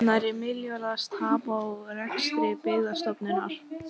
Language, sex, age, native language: Icelandic, female, 18-19, Icelandic